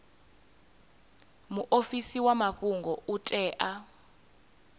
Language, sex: Venda, female